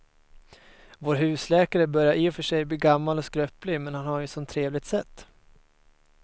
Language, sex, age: Swedish, male, 22